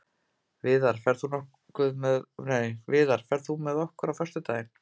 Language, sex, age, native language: Icelandic, female, 50-59, Icelandic